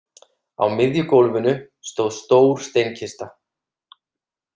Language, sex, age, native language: Icelandic, male, 30-39, Icelandic